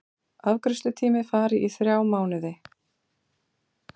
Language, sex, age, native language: Icelandic, female, 40-49, Icelandic